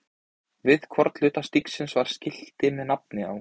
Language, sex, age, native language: Icelandic, male, 20-29, Icelandic